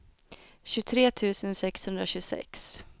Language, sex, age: Swedish, female, 29